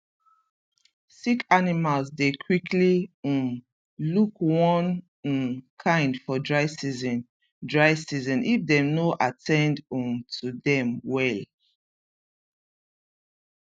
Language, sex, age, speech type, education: Nigerian Pidgin, female, 30-45, spontaneous, tertiary